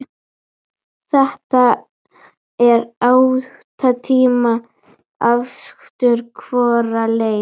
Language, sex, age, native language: Icelandic, female, 12, Icelandic